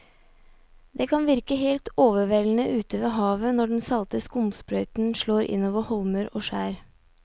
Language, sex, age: Norwegian, female, 29